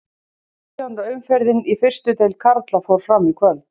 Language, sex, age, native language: Icelandic, female, 30-39, Icelandic